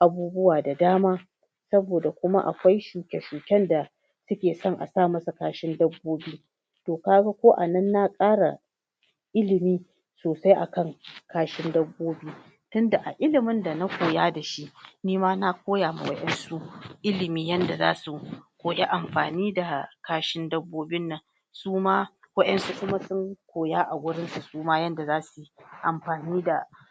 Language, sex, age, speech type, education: Hausa, female, 46-60, spontaneous, tertiary